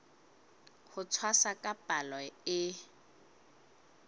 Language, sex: Southern Sotho, female